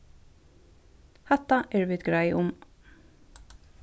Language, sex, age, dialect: Faroese, female, 36-60, Vágar